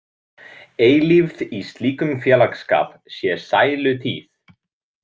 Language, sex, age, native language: Icelandic, male, 20-29, Icelandic